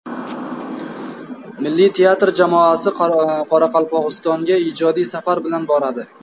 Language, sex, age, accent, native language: Uzbek, male, 19-29, Toshkent viloyati, Uzbek